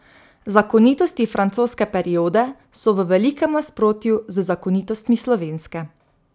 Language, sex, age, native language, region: Slovenian, female, 18-29, Slovenian, Drava region